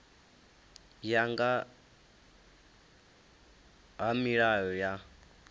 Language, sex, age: Venda, male, 19